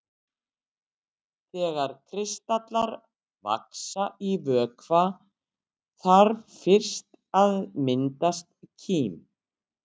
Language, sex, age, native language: Icelandic, female, 60-69, Icelandic